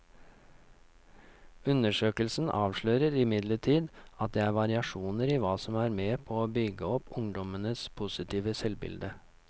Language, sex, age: Norwegian, male, 39